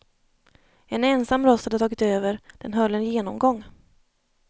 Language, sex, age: Swedish, female, 30